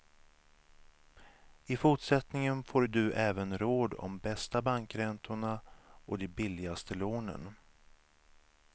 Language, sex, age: Swedish, male, 37